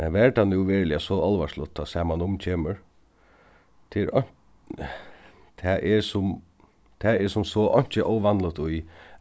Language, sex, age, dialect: Faroese, male, 36-60, Suðuroy